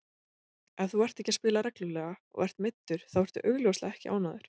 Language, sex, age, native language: Icelandic, female, 20-29, Icelandic